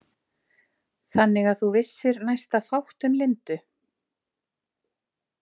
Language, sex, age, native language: Icelandic, female, 30-39, Icelandic